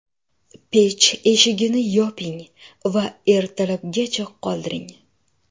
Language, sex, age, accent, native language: Uzbek, female, 18-24, Jizzax, Uzbek